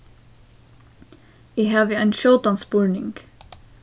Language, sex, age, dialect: Faroese, female, 15-35, Suðurstreymoy